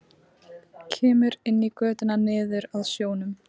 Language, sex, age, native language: Icelandic, female, 15, Icelandic